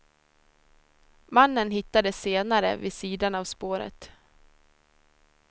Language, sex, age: Swedish, female, 26